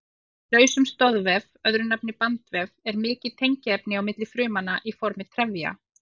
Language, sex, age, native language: Icelandic, female, 40-49, Icelandic